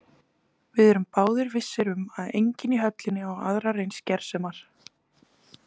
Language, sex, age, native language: Icelandic, female, 20-29, Icelandic